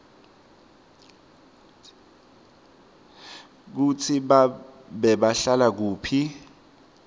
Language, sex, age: Swati, male, 23